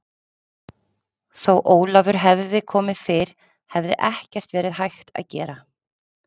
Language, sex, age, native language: Icelandic, female, 30-39, Icelandic